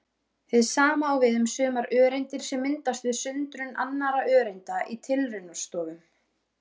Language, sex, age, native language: Icelandic, female, 20-29, Icelandic